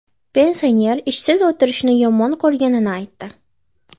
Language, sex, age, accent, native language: Uzbek, female, 18-24, Toshkent shahri, Uzbek